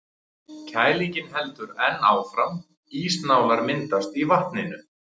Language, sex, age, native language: Icelandic, male, 40-49, Icelandic